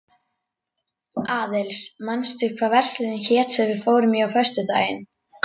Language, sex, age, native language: Icelandic, female, 11, Icelandic